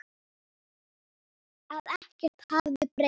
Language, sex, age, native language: Icelandic, female, 8, Icelandic